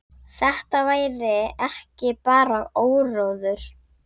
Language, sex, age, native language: Icelandic, female, 9, Icelandic